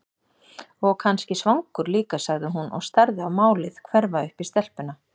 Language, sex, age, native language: Icelandic, female, 40-49, Icelandic